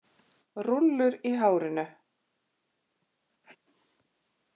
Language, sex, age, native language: Icelandic, female, 40-49, Icelandic